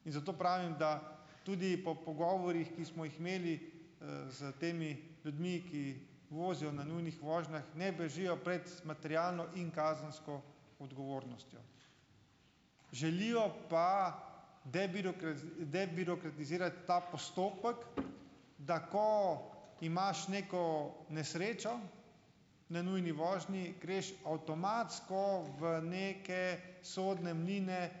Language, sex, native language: Slovenian, male, Slovenian